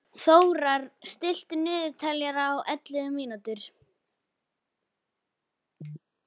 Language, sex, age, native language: Icelandic, female, 11, Icelandic